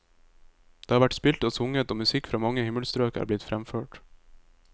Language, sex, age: Norwegian, male, 22